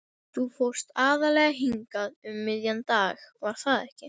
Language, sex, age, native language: Icelandic, female, 12, Icelandic